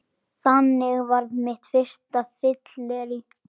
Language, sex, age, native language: Icelandic, other, 10, Icelandic